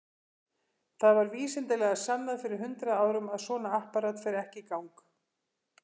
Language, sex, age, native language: Icelandic, female, 50-59, Icelandic